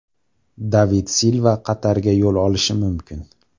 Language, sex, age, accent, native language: Uzbek, male, 18-24, Farg'ona, Uzbek